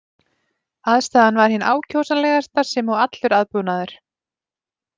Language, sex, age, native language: Icelandic, female, 30-39, Icelandic